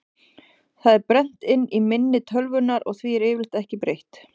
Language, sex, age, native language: Icelandic, female, 30-39, Icelandic